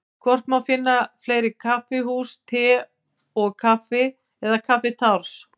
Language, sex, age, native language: Icelandic, female, 50-59, Icelandic